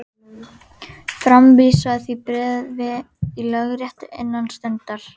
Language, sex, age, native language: Icelandic, female, 11, Icelandic